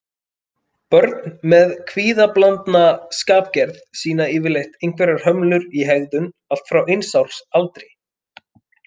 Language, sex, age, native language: Icelandic, male, 30-39, Icelandic